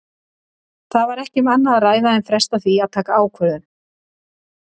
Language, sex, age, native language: Icelandic, female, 30-39, Icelandic